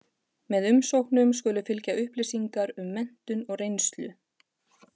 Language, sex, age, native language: Icelandic, female, 30-39, Icelandic